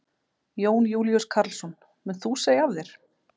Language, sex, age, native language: Icelandic, female, 30-39, Icelandic